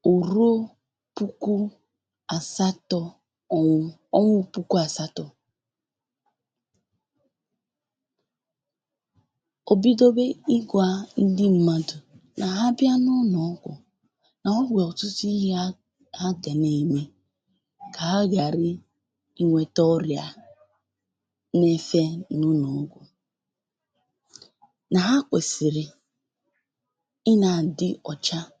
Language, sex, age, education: Igbo, female, 15-29, tertiary